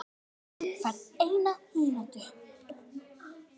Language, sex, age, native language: Icelandic, female, 9, Icelandic